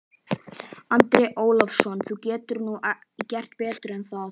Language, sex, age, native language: Icelandic, male, 11, Icelandic